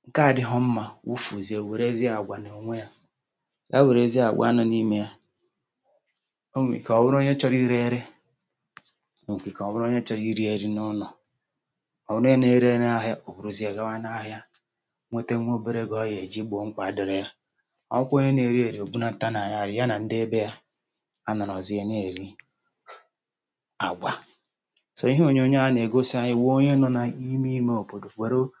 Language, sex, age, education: Igbo, male, 46-60, tertiary